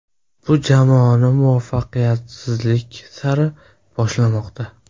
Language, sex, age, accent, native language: Uzbek, male, 18-24, Surxondaryo, Uzbek